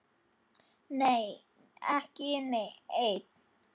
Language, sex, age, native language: Icelandic, male, 10, Icelandic